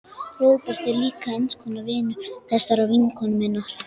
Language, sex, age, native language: Icelandic, female, 11, Icelandic